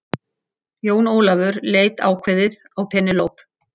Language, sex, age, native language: Icelandic, female, 60-69, Icelandic